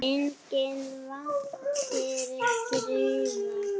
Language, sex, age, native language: Icelandic, female, 8, Icelandic